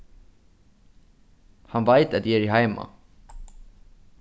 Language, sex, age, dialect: Faroese, male, 15-35, Suðurstreymoy